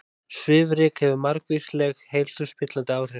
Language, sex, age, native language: Icelandic, male, 30-39, Icelandic